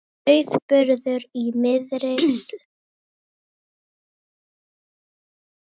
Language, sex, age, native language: Icelandic, female, 18-19, Icelandic